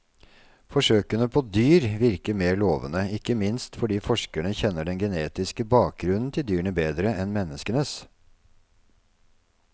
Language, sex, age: Norwegian, male, 48